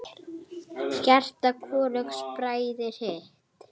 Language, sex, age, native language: Icelandic, male, 8, Icelandic